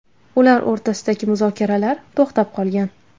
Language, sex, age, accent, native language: Uzbek, female, 19-29, Navoiy, Uzbek